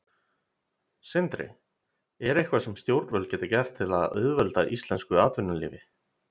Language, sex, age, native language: Icelandic, male, 30-39, Icelandic